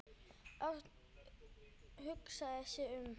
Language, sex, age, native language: Icelandic, male, 10, Icelandic